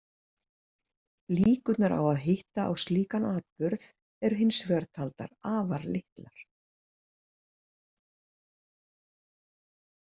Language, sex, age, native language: Icelandic, female, 60-69, Icelandic